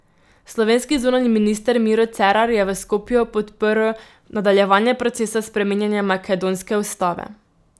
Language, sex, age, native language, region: Slovenian, female, 18-29, Slovenian, Drava region